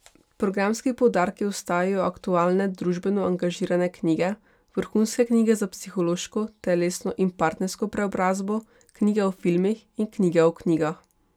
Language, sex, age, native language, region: Slovenian, female, 18-29, Slovenian, Pomurje region